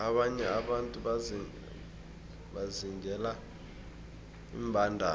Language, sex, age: South Ndebele, male, 20